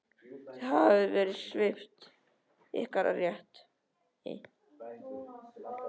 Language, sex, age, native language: Icelandic, male, 13, Icelandic